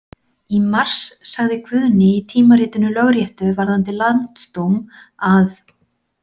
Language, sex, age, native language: Icelandic, female, 40-49, Icelandic